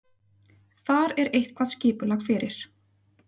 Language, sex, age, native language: Icelandic, female, 30-39, Icelandic